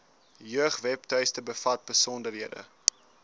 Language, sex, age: Afrikaans, male, 19